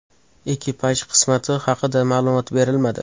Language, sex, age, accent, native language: Uzbek, male, 18-24, Toshkent shahri, Uzbek